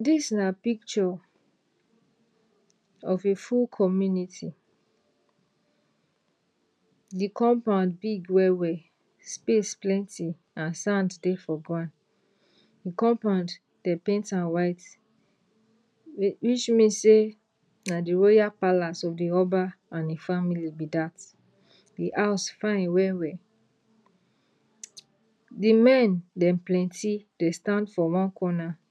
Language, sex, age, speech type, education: Nigerian Pidgin, female, 60+, spontaneous, tertiary